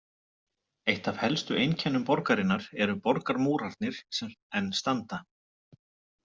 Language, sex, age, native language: Icelandic, male, 40-49, Icelandic